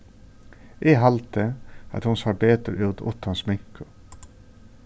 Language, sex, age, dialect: Faroese, male, 36-60, Suðurstreymoy